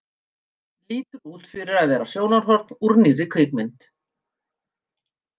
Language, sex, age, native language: Icelandic, female, 50-59, Icelandic